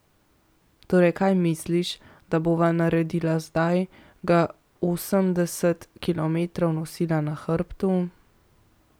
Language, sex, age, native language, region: Slovenian, female, 18-29, Slovenian, Central Slovenia